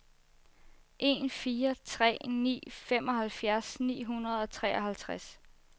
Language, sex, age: Danish, female, 24